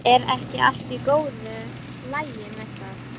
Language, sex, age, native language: Icelandic, female, 12, Icelandic